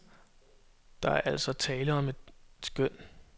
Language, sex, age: Danish, male, 22